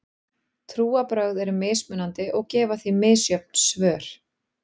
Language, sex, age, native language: Icelandic, female, 40-49, Icelandic